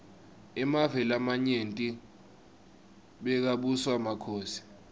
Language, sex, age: Swati, male, 20